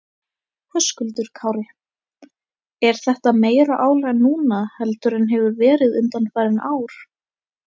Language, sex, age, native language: Icelandic, female, 18-19, Icelandic